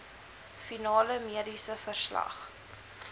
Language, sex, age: Afrikaans, female, 20